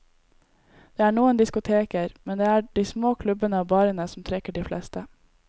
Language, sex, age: Norwegian, female, 18